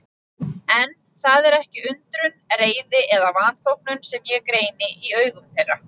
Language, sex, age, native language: Icelandic, female, 20-29, Icelandic